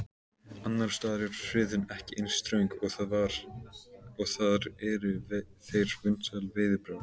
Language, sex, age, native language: Icelandic, male, 18-19, Icelandic